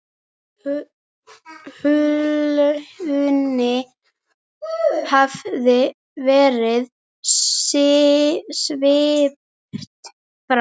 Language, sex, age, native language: Icelandic, male, 9, Icelandic